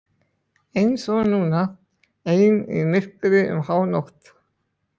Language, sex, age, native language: Icelandic, male, 20-29, Icelandic